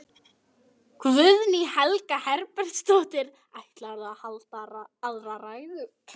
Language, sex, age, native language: Icelandic, female, 11, Icelandic